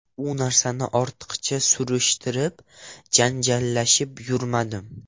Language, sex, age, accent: Uzbek, male, 12-17, Toshkent viloyati